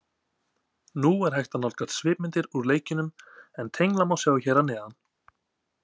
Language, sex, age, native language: Icelandic, male, 20-29, Icelandic